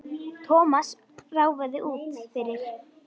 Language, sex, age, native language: Icelandic, female, 10, Icelandic